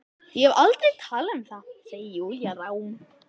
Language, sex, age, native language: Icelandic, male, 11, Icelandic